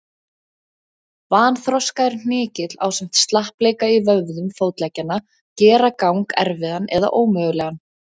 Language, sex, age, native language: Icelandic, female, 20-29, Icelandic